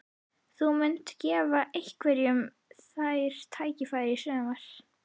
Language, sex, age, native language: Icelandic, female, 11, Icelandic